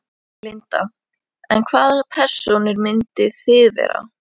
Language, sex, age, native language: Icelandic, female, 11, Icelandic